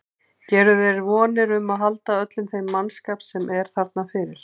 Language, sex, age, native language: Icelandic, female, 40-49, Icelandic